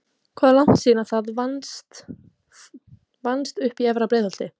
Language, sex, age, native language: Icelandic, female, 20-29, Icelandic